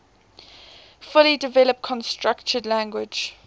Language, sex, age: English, female, 18